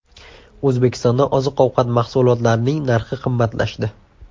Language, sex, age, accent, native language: Uzbek, male, 18-24, Andijon, Uzbek